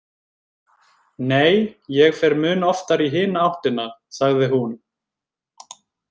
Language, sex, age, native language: Icelandic, male, 20-29, Icelandic